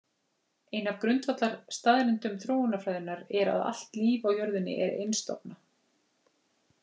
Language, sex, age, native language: Icelandic, female, 40-49, Icelandic